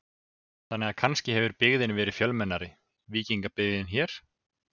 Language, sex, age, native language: Icelandic, male, 20-29, Icelandic